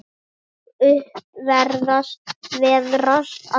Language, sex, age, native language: Icelandic, male, 8, Icelandic